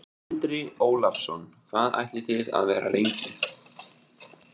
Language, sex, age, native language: Icelandic, male, 20-29, Icelandic